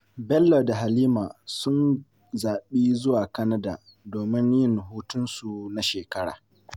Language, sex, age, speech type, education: Hausa, male, 15-29, spontaneous, secondary